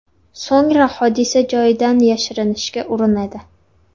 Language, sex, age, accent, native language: Uzbek, female, 19-29, Namangan, Uzbek